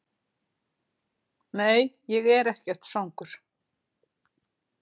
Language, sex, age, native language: Icelandic, female, 60-69, Icelandic